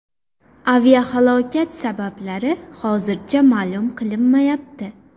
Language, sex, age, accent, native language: Uzbek, female, 18-24, Farg'ona, Uzbek